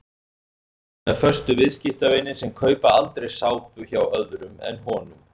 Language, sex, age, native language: Icelandic, male, 40-49, Icelandic